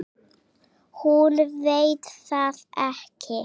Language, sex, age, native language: Icelandic, female, 7, Icelandic